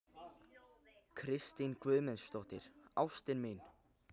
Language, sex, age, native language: Icelandic, male, 18-19, Icelandic